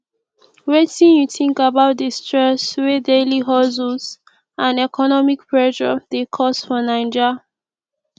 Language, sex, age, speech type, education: Nigerian Pidgin, female, 15-29, spontaneous, tertiary